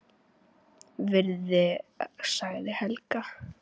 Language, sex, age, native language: Icelandic, female, 9, Icelandic